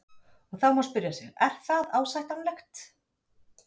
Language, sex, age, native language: Icelandic, female, 40-49, Icelandic